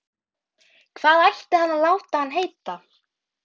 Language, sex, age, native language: Icelandic, female, 12, Icelandic